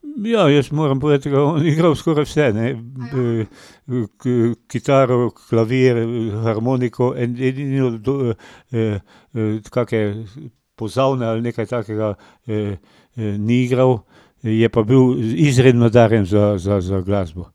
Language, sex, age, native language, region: Slovenian, male, 60+, Slovenian, Pomurje region